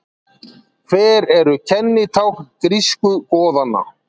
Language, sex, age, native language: Icelandic, male, 40-49, Icelandic